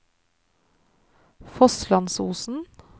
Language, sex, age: Norwegian, female, 33